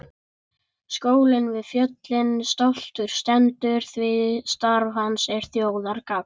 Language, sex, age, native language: Icelandic, male, 11, Icelandic